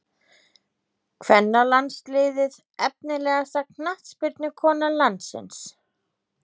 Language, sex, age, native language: Icelandic, female, 30-39, Icelandic